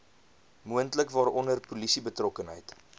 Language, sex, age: Afrikaans, male, 22